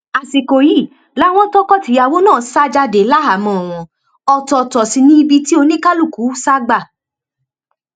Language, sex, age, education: Yoruba, female, 15-29, tertiary